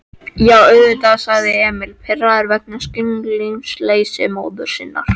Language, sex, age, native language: Icelandic, female, 13, Icelandic